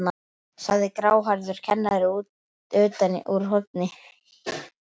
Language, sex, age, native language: Icelandic, male, 12, Icelandic